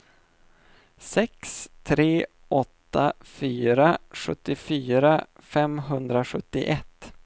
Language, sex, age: Swedish, male, 25